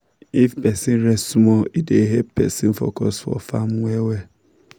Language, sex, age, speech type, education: Nigerian Pidgin, male, 15-29, spontaneous, tertiary